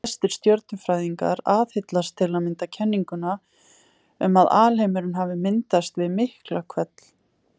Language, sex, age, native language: Icelandic, female, 20-29, Icelandic